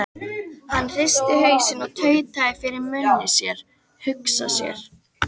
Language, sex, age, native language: Icelandic, female, 13, Icelandic